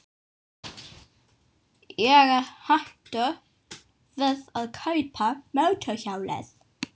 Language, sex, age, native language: Icelandic, female, 18-19, English